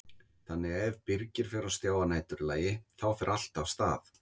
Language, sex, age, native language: Icelandic, male, 50-59, Icelandic